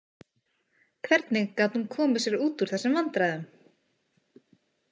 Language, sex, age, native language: Icelandic, female, 20-29, Icelandic